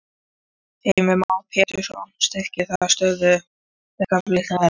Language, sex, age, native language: Icelandic, female, 13, Icelandic